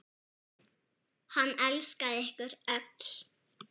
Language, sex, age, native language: Icelandic, female, 7, Icelandic